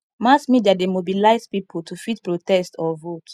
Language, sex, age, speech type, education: Nigerian Pidgin, female, 15-29, spontaneous, tertiary